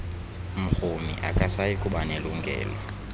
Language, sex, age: Xhosa, male, 31